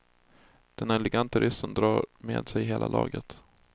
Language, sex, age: Swedish, male, 20